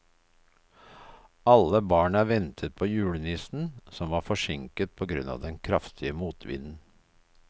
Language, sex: Norwegian, male